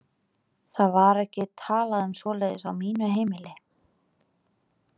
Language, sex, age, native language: Icelandic, female, 20-29, Icelandic